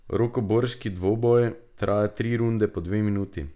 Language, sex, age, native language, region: Slovenian, male, 18-29, Slovenian, Drava region